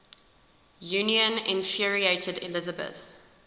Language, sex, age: English, female, 19